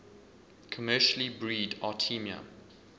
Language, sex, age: English, male, 20